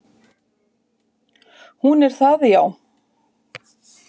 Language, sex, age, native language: Icelandic, female, 50-59, Icelandic